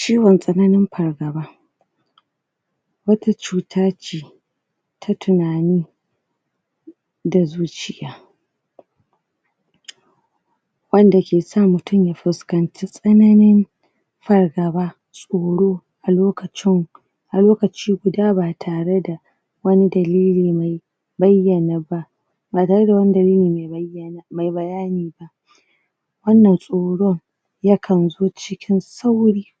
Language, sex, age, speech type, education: Hausa, female, 30-45, spontaneous, tertiary